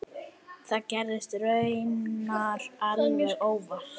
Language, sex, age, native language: Icelandic, female, 8, Icelandic